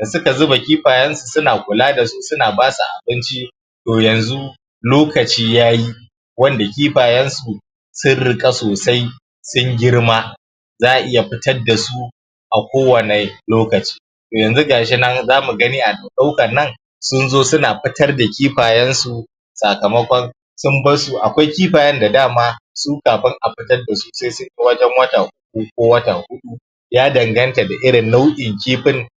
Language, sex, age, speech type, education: Hausa, male, 15-29, spontaneous, primary